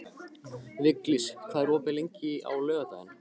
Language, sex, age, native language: Icelandic, male, 15, Icelandic